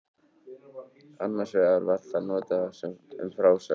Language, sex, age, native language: Icelandic, male, 18-19, Icelandic